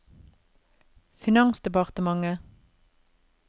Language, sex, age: Norwegian, female, 32